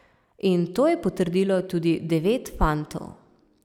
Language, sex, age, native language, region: Slovenian, female, 30-49, Slovenian, Savinja region